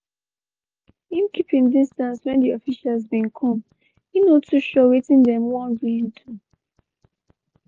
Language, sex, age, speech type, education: Nigerian Pidgin, female, 15-29, spontaneous, tertiary